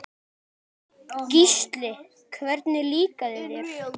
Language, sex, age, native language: Icelandic, male, 10, Icelandic